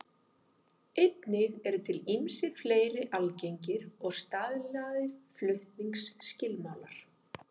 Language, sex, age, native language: Icelandic, female, 50-59, Icelandic